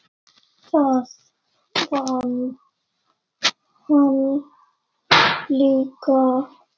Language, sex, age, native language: Icelandic, female, 8, Icelandic